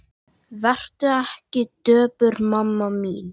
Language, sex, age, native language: Icelandic, male, 10, Icelandic